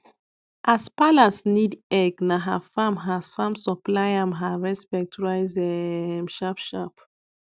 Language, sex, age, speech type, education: Nigerian Pidgin, female, 15-29, spontaneous, tertiary